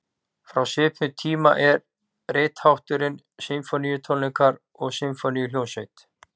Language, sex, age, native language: Icelandic, male, 40-49, Icelandic